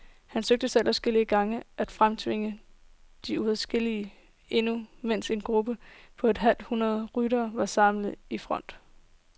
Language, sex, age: Danish, female, 18